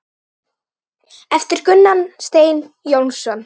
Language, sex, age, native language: Icelandic, female, 9, Icelandic